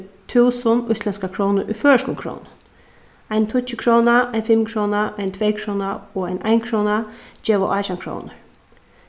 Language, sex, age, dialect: Faroese, female, 36-60, Suðuroy